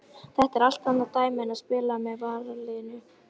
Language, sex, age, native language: Icelandic, female, 18-19, Icelandic